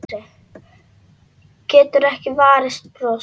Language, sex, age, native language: Icelandic, female, 9, Icelandic